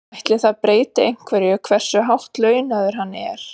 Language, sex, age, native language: Icelandic, female, 30-39, Icelandic